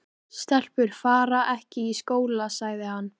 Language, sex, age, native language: Icelandic, female, 13, Icelandic